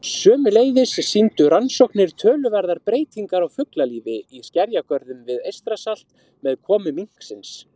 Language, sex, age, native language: Icelandic, male, 30-39, Icelandic